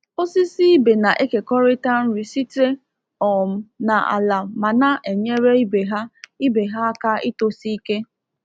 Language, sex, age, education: Igbo, female, 15-29, tertiary